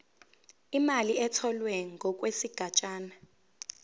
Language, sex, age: Zulu, female, 19